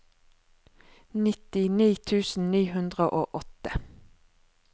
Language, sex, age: Norwegian, female, 36